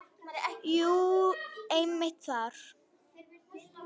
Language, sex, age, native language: Icelandic, female, 10, Icelandic